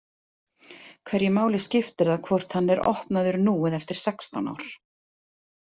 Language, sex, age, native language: Icelandic, female, 40-49, Icelandic